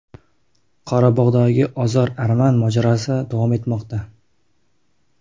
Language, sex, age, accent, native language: Uzbek, male, 19-29, Qashqadaryo, Uzbek